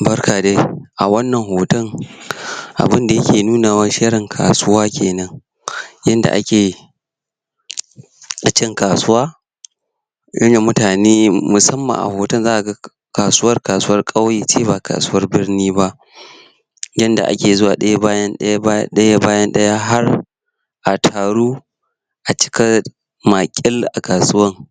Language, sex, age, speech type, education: Hausa, male, 30-45, spontaneous, primary